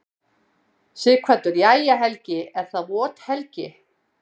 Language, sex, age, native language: Icelandic, female, 60-69, Icelandic